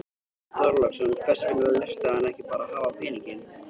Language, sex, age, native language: Icelandic, male, 13, Icelandic